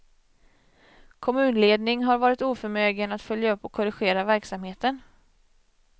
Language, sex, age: Swedish, female, 27